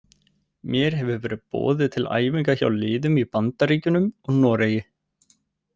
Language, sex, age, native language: Icelandic, male, 18-19, Icelandic